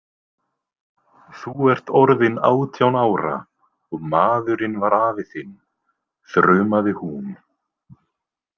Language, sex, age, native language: Icelandic, male, 20-29, Icelandic